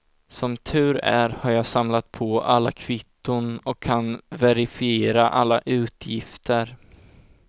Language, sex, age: Swedish, male, 16